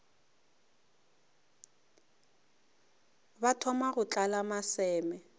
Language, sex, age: Northern Sotho, female, 24